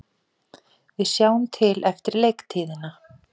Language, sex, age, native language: Icelandic, female, 40-49, Icelandic